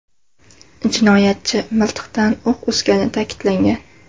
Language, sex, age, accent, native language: Uzbek, female, under 19, Andijon, Uzbek